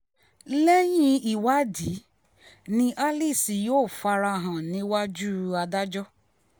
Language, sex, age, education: Yoruba, female, 30-45, tertiary